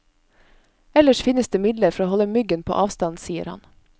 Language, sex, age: Norwegian, female, 22